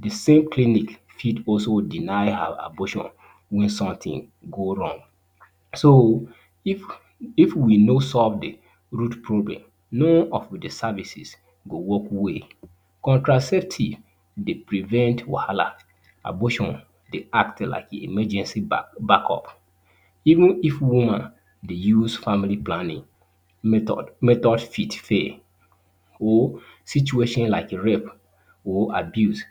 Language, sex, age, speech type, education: Nigerian Pidgin, male, 30-45, spontaneous, tertiary